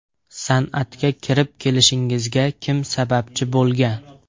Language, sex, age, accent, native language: Uzbek, male, 18-24, Andijon, Uzbek